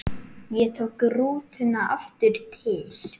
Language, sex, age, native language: Icelandic, male, 8, Icelandic